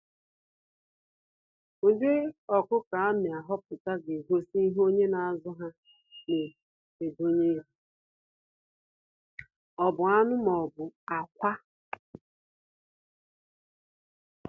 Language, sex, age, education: Igbo, female, 30-45, tertiary